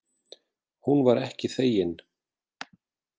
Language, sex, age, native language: Icelandic, male, 40-49, Icelandic